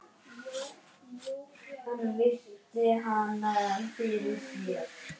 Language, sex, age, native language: Icelandic, other, 10, Icelandic